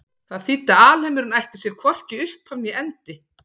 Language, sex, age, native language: Icelandic, female, 40-49, Icelandic